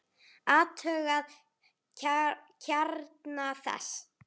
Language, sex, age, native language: Icelandic, female, 8, Icelandic